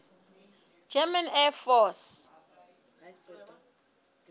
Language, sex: Southern Sotho, female